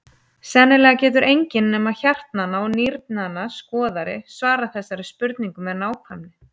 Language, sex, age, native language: Icelandic, female, 30-39, Icelandic